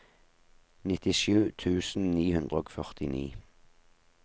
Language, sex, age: Norwegian, male, 38